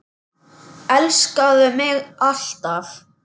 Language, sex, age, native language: Icelandic, male, 10, Icelandic